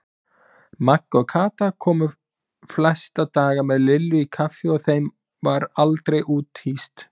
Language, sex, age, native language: Icelandic, male, 20-29, Icelandic